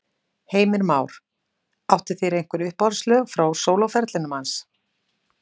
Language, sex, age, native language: Icelandic, female, 40-49, Icelandic